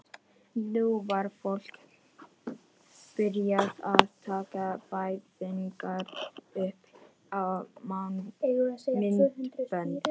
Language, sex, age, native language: Icelandic, female, 14, Icelandic